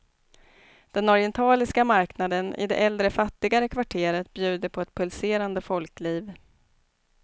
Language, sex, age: Swedish, female, 29